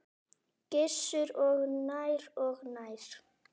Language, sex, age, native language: Icelandic, female, 9, Icelandic